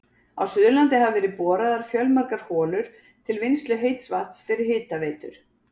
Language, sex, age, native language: Icelandic, female, 40-49, Icelandic